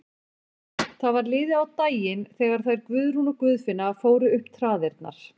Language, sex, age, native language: Icelandic, female, 40-49, Icelandic